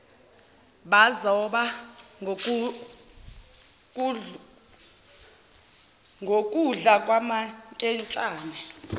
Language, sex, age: Zulu, female, 24